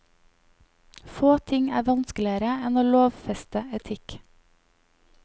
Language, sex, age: Norwegian, female, 25